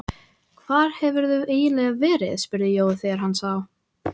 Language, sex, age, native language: Icelandic, female, 14, Icelandic